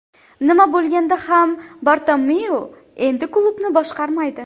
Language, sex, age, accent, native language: Uzbek, female, 18-24, Andijon, Uzbek